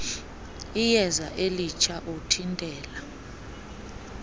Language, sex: Xhosa, female